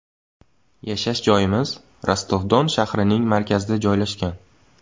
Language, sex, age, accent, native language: Uzbek, male, 19-29, Xorazm, Uzbek